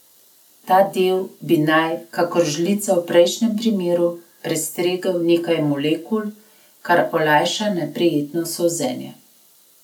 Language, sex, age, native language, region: Slovenian, female, 30-49, Slovenian, Gorenjska region